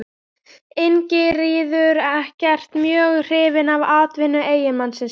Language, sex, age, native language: Icelandic, female, 12, Icelandic